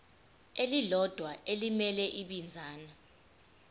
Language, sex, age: Zulu, female, 25